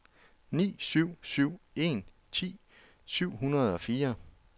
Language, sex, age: Danish, male, 33